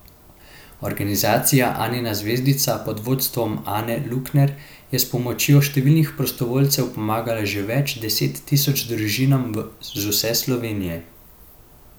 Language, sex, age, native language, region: Slovenian, male, 18-29, Slovenian, Central Slovenia